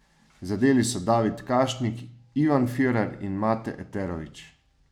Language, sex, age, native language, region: Slovenian, male, 30-49, Slovenian, Savinja region